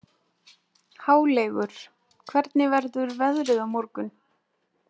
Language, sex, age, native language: Icelandic, female, 20-29, Icelandic